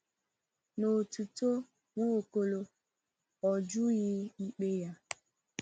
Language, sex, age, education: Igbo, female, 15-29, tertiary